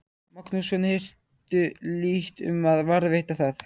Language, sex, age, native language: Icelandic, male, 13, Icelandic